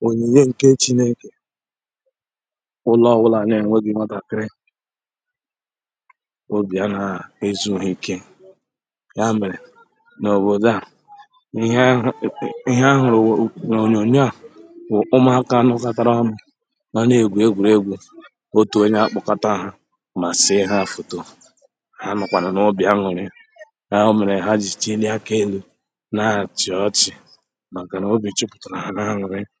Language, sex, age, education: Igbo, male, 30-45, tertiary